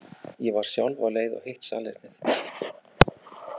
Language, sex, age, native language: Icelandic, male, 40-49, Icelandic